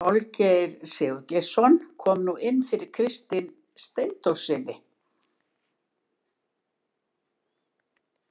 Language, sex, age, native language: Icelandic, female, 70-79, Icelandic